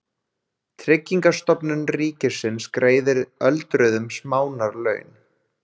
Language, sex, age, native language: Icelandic, male, 20-29, Icelandic